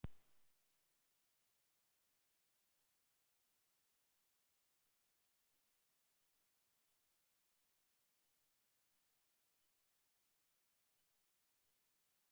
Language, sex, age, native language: Icelandic, female, 50-59, Icelandic